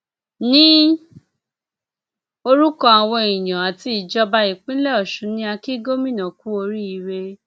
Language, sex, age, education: Yoruba, female, 30-45, tertiary